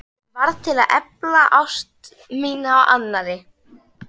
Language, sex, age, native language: Icelandic, female, 11, Icelandic